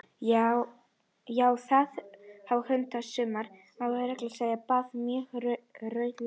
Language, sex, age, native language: Icelandic, female, 40-49, Icelandic